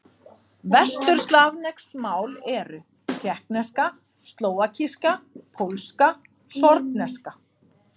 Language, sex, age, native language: Icelandic, female, 50-59, Icelandic